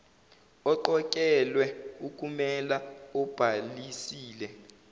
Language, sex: Zulu, male